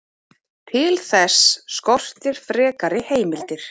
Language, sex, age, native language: Icelandic, female, 30-39, Icelandic